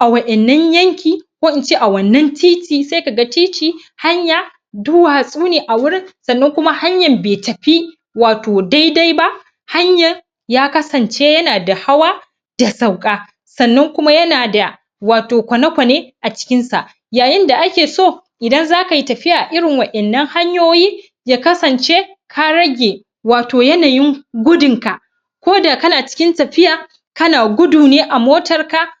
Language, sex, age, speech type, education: Hausa, female, 30-45, spontaneous, tertiary